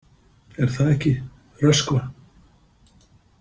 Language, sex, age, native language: Icelandic, male, 50-59, Icelandic